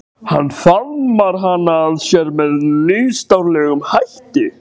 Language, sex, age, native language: Icelandic, male, 13, Icelandic